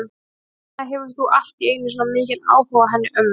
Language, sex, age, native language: Icelandic, female, 20-29, Icelandic